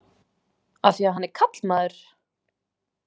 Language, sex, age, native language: Icelandic, female, 20-29, Icelandic